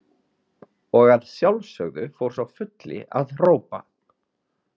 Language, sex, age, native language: Icelandic, male, 30-39, Icelandic